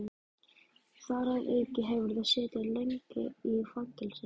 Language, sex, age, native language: Icelandic, female, 14, Icelandic